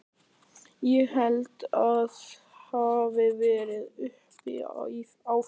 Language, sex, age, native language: Icelandic, male, 11, Icelandic